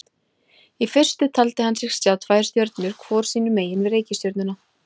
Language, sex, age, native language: Icelandic, female, 20-29, Icelandic